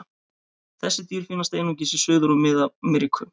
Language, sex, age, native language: Icelandic, male, 30-39, Icelandic